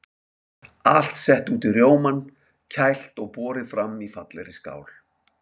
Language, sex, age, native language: Icelandic, male, 50-59, Icelandic